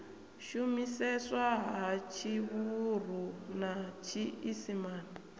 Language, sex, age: Venda, female, 28